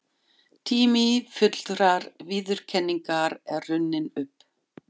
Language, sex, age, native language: Icelandic, female, 50-59, German